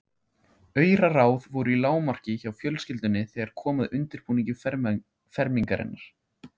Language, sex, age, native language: Icelandic, male, 16, Icelandic